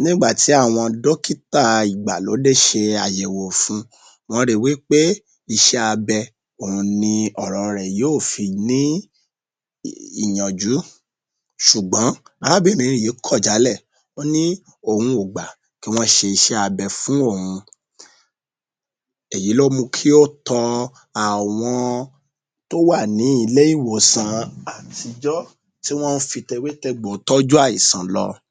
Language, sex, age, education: Yoruba, male, 30-45, tertiary